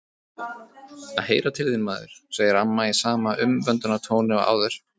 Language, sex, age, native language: Icelandic, male, 30-39, Icelandic